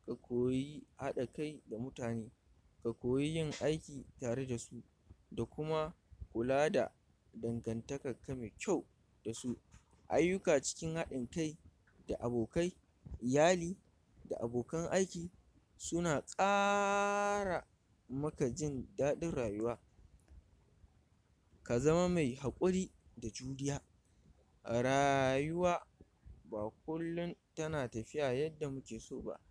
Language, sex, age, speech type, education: Hausa, male, 46-60, spontaneous, tertiary